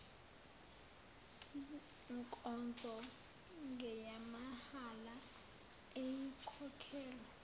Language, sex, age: Zulu, female, 19